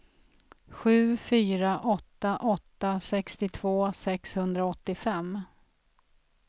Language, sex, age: Swedish, female, 46